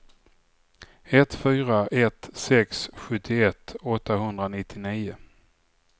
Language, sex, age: Swedish, male, 44